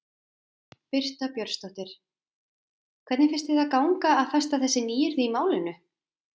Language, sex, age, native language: Icelandic, female, 30-39, Icelandic